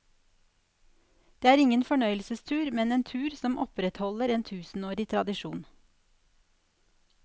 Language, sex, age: Norwegian, female, 46